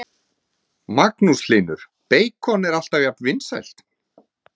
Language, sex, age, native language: Icelandic, male, 40-49, Icelandic